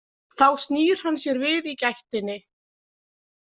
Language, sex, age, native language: Icelandic, female, 20-29, Icelandic